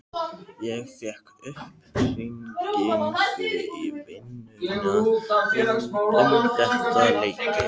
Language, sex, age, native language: Icelandic, male, 13, Icelandic